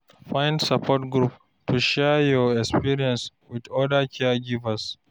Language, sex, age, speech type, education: Nigerian Pidgin, male, 46-60, read, tertiary